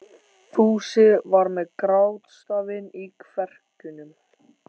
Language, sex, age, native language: Icelandic, male, 14, Icelandic